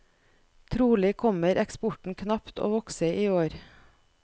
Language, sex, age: Norwegian, female, 41